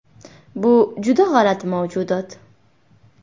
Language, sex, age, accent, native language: Uzbek, female, 18-24, Buxoro, Uzbek